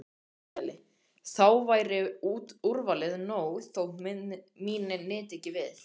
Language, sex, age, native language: Icelandic, male, 13, Icelandic